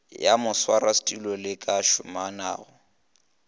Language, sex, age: Northern Sotho, male, 21